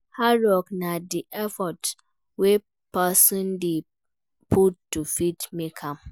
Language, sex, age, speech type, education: Nigerian Pidgin, female, 15-29, read, primary